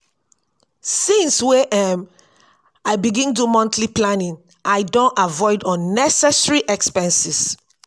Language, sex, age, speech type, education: Nigerian Pidgin, female, 46-60, spontaneous, tertiary